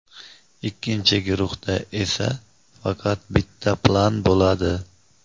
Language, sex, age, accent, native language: Uzbek, male, 25-34, Andijon, Uzbek